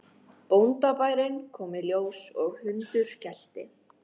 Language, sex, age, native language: Icelandic, female, 13, Icelandic